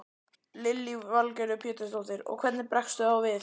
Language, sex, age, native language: Icelandic, male, 12, Icelandic